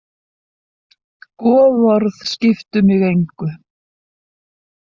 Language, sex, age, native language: Icelandic, female, 60-69, Icelandic